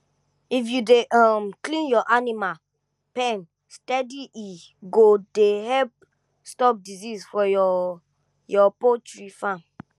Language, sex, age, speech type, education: Nigerian Pidgin, female, 15-29, spontaneous, tertiary